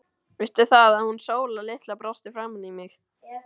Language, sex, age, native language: Icelandic, male, 12, Icelandic